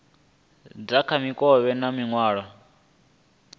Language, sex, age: Venda, male, 22